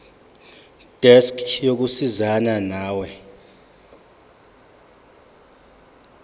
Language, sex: Zulu, male